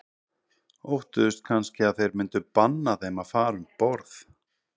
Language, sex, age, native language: Icelandic, male, 30-39, Icelandic